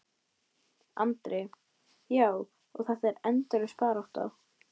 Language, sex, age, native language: Icelandic, female, 12, Icelandic